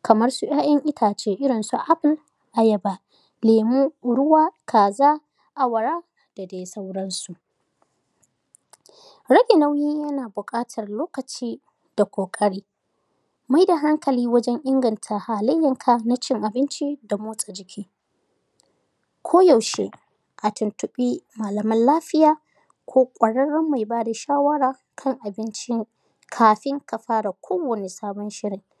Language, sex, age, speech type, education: Hausa, female, 15-29, spontaneous, tertiary